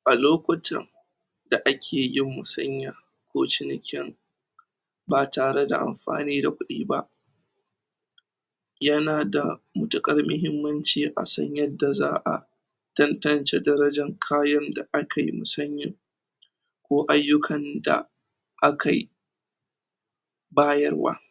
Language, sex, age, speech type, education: Hausa, male, 30-45, spontaneous, tertiary